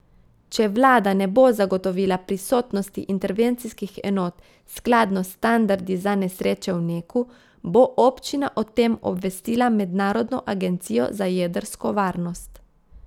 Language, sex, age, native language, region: Slovenian, female, 30-49, Slovenian, Gorica region